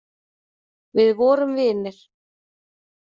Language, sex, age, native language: Icelandic, female, 30-39, Icelandic